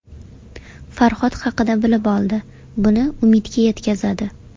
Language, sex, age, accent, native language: Uzbek, female, 18-24, Toshkent shahri, Uzbek